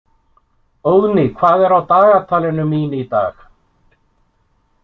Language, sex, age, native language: Icelandic, male, 50-59, Icelandic